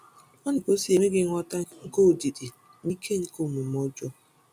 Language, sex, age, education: Igbo, female, 30-45, tertiary